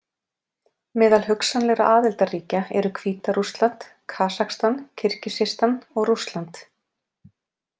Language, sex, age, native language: Icelandic, female, 40-49, Icelandic